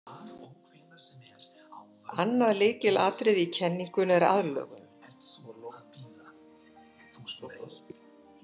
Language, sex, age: Icelandic, female, 70-79